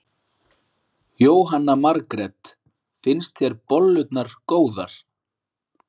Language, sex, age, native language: Icelandic, male, 40-49, Icelandic